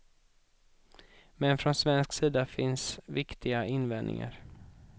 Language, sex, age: Swedish, male, 31